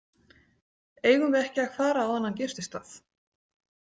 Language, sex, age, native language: Icelandic, female, 40-49, Icelandic